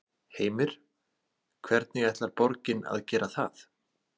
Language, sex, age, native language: Icelandic, male, 40-49, Icelandic